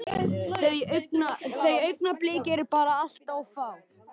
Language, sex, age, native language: Icelandic, male, 13, Icelandic